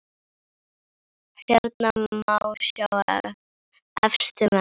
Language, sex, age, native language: Icelandic, female, 10, Icelandic